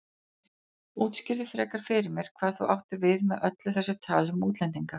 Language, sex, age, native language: Icelandic, female, 40-49, Icelandic